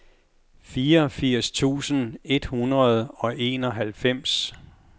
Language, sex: Danish, male